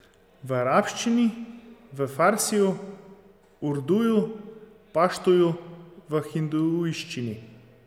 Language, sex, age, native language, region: Slovenian, male, 30-49, Slovenian, Zasavska region